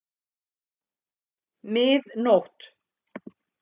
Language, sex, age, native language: Icelandic, female, 40-49, Icelandic